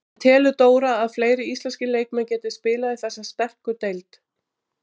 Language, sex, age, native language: Icelandic, female, 40-49, Icelandic